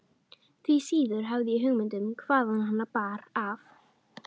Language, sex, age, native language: Icelandic, female, 12, Icelandic